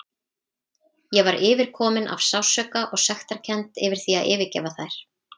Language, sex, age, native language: Icelandic, female, 30-39, Icelandic